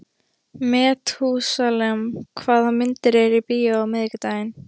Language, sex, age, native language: Icelandic, female, 13, Icelandic